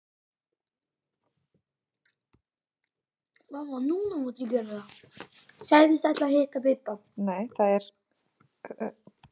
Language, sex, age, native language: Icelandic, male, 9, Icelandic